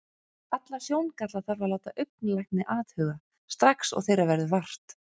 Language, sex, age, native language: Icelandic, female, 30-39, Icelandic